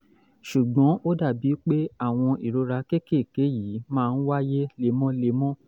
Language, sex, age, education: Yoruba, male, 15-29, tertiary